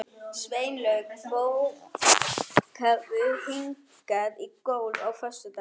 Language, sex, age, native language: Icelandic, female, 11, German